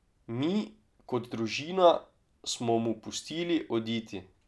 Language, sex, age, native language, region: Slovenian, male, 18-29, Slovenian, Drava region